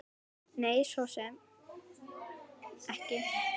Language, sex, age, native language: Icelandic, female, 10, Icelandic